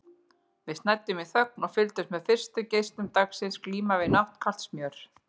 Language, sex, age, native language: Icelandic, female, 40-49, Icelandic